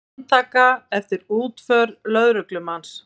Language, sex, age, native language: Icelandic, female, 50-59, Icelandic